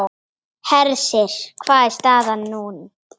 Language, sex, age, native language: Icelandic, female, 8, Icelandic